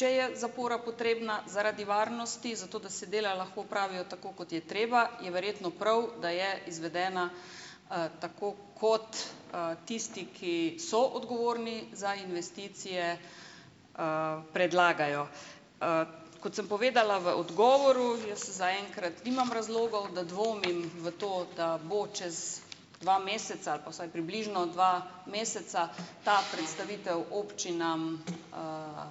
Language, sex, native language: Slovenian, female, Slovenian